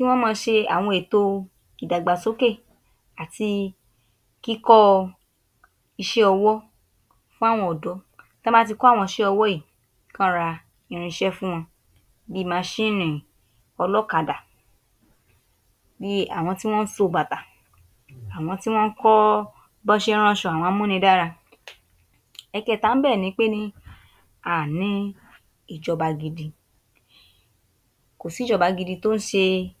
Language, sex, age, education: Yoruba, female, 30-45, tertiary